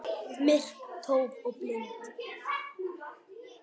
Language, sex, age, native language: Icelandic, female, 10, Icelandic